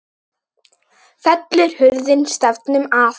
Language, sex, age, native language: Icelandic, female, 9, Icelandic